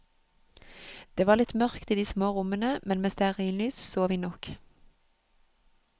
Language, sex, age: Norwegian, female, 31